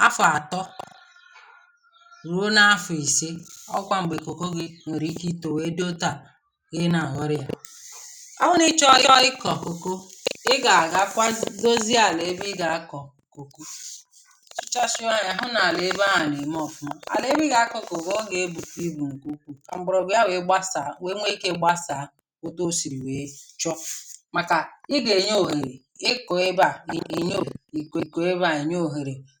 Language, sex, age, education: Igbo, female, 30-45, tertiary